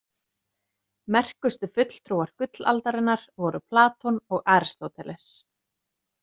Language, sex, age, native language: Icelandic, female, 30-39, Icelandic